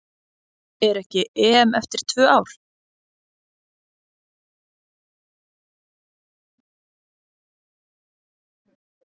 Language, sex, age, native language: Icelandic, female, 30-39, Icelandic